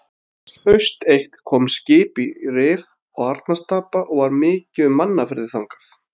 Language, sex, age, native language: Icelandic, male, 30-39, Icelandic